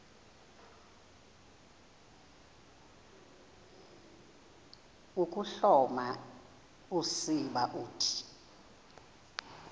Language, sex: Xhosa, female